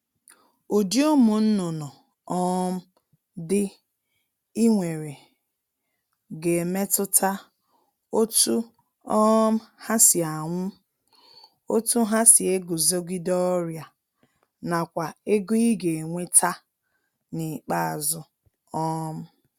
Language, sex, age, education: Igbo, female, 30-45, tertiary